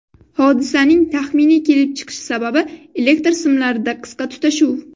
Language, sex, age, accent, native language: Uzbek, female, 12-17, Navoiy, Uzbek